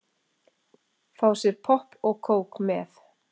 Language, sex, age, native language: Icelandic, female, 40-49, Icelandic